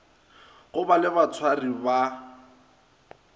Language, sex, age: Northern Sotho, male, 23